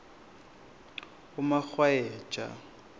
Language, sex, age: South Ndebele, male, 26